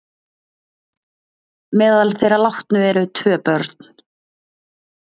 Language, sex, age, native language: Icelandic, female, 30-39, Icelandic